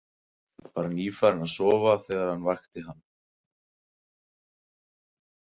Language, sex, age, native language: Icelandic, male, 20-29, Icelandic